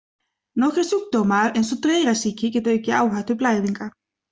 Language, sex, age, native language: Icelandic, other, 20-29, Icelandic